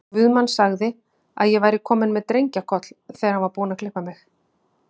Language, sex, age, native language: Icelandic, female, 50-59, Icelandic